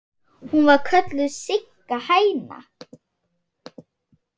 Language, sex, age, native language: Icelandic, female, 8, Swedish